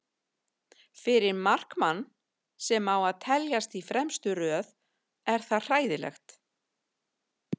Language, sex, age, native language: Icelandic, female, 50-59, Icelandic